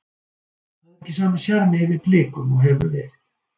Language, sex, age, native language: Icelandic, male, 60-69, Icelandic